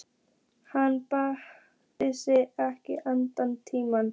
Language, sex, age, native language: Icelandic, female, 14, Icelandic